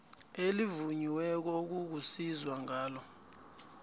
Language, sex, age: South Ndebele, male, 29